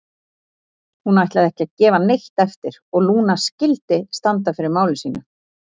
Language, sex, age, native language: Icelandic, female, 40-49, Icelandic